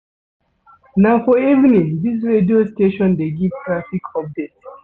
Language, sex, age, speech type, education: Nigerian Pidgin, male, 30-45, read, secondary